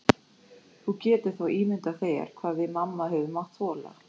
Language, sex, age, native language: Icelandic, female, 40-49, Icelandic